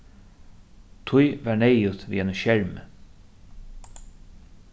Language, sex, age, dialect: Faroese, male, 36-60, Suðurstreymoy